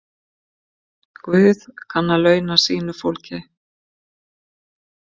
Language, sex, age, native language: Icelandic, female, 50-59, Icelandic